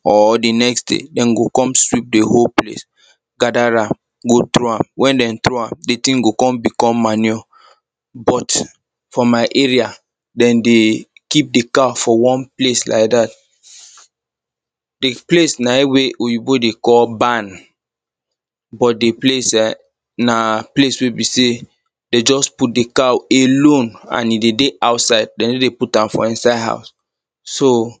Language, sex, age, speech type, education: Nigerian Pidgin, male, 30-45, spontaneous, tertiary